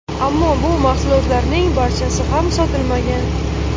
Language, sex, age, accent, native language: Uzbek, female, 25-34, Qashqadaryo, Uzbek